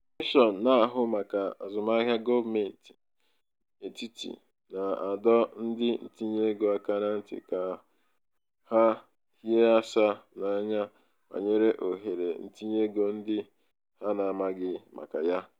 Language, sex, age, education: Igbo, male, 15-29, tertiary